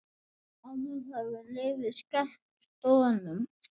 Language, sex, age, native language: Icelandic, female, 7, Icelandic